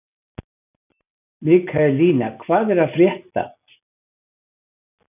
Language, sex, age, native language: Icelandic, male, 80-89, Icelandic